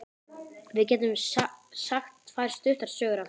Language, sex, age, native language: Icelandic, male, 11, Icelandic